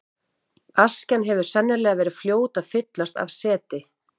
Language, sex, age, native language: Icelandic, female, 40-49, Icelandic